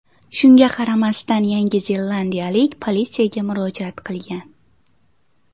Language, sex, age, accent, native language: Uzbek, female, 18-24, Toshkent viloyati, Uzbek